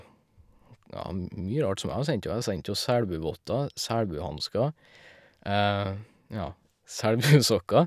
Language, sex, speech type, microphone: Norwegian, male, spontaneous, Shure